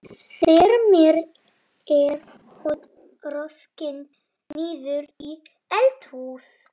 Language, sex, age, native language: Icelandic, male, 30-39, Polish